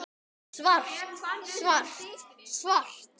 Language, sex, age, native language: Icelandic, male, 10, Icelandic